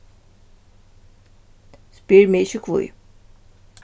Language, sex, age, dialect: Faroese, female, 36-60, Vágar